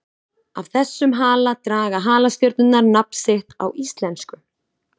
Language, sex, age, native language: Icelandic, female, 20-29, Icelandic